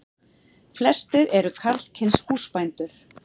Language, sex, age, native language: Icelandic, female, 50-59, Icelandic